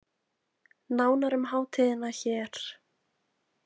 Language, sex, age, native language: Icelandic, female, 20-29, Icelandic